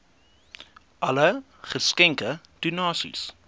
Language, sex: Afrikaans, male